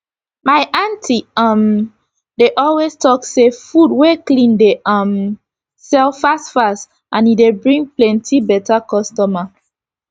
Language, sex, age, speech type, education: Nigerian Pidgin, female, 15-29, spontaneous, secondary